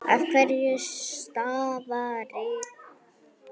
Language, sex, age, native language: Icelandic, female, 9, Icelandic